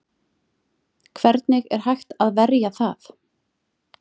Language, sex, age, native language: Icelandic, female, 30-39, Icelandic